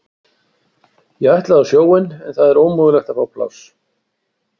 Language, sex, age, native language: Icelandic, male, 60-69, Icelandic